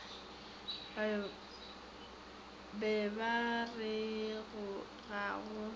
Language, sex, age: Northern Sotho, female, 18